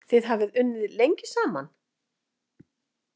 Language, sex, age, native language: Icelandic, female, 50-59, Icelandic